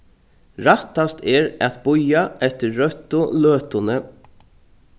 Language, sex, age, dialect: Faroese, male, 36-60, Norðurstreymoy/Eysturoy